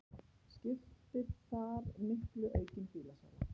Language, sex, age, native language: Icelandic, female, 50-59, Icelandic